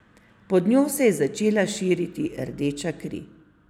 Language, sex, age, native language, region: Slovenian, female, 50-59, Slovenian, Savinja region